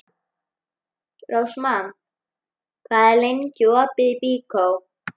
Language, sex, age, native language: Icelandic, female, 11, Icelandic